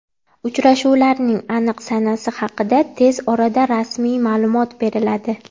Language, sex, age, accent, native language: Uzbek, female, 18-24, Andijon, Uzbek